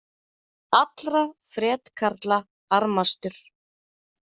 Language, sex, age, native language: Icelandic, female, 30-39, Icelandic